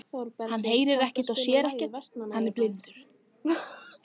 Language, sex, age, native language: Icelandic, female, 15, Icelandic